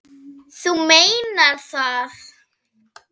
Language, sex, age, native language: Icelandic, female, 8, Icelandic